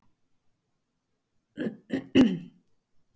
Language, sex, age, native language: Icelandic, male, 60-69, Icelandic